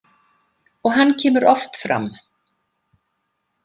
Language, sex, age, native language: Icelandic, female, 50-59, Icelandic